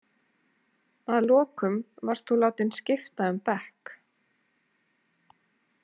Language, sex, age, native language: Icelandic, female, 30-39, Icelandic